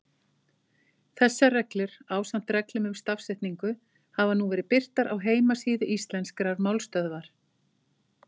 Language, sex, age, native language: Icelandic, female, 50-59, Icelandic